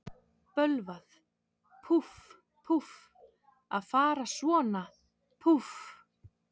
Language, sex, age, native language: Icelandic, female, 30-39, Icelandic